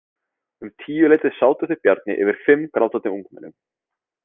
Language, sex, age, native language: Icelandic, male, 30-39, Icelandic